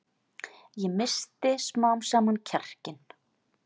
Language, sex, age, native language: Icelandic, female, 40-49, Icelandic